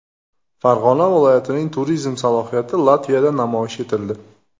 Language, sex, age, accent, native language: Uzbek, male, 25-34, Jizzax, Uzbek